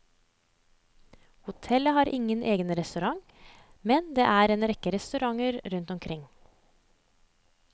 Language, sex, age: Norwegian, female, 30